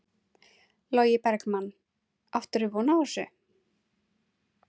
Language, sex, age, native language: Icelandic, female, 30-39, Icelandic